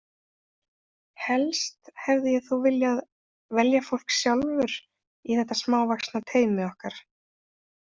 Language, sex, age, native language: Icelandic, female, 30-39, Icelandic